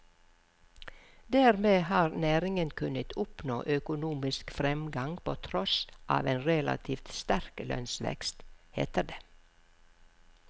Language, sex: Norwegian, female